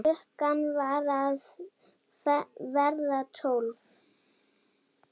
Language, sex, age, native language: Icelandic, female, 8, Danish